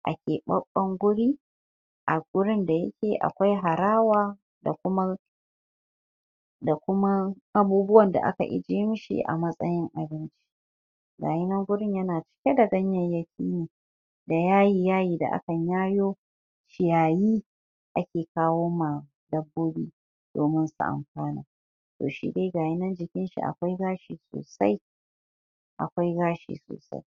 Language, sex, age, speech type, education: Hausa, female, 30-45, spontaneous, tertiary